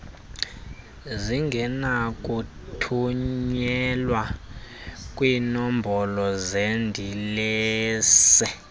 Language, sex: Xhosa, male